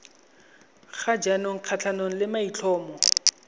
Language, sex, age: Tswana, male, 20